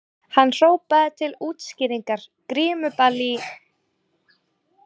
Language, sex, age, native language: Icelandic, female, 20-29, Icelandic